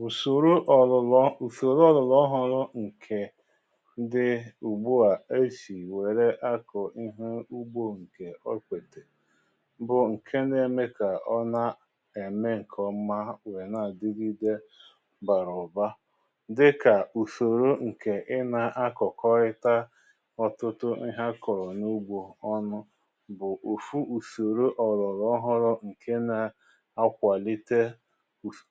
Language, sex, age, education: Igbo, male, 30-45, tertiary